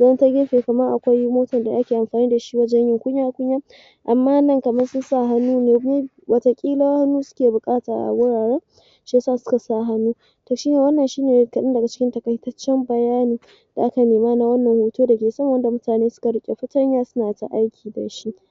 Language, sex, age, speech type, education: Hausa, female, 46-60, spontaneous, tertiary